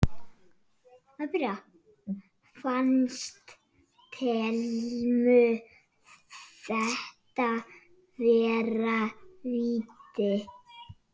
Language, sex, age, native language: Icelandic, male, 6, Icelandic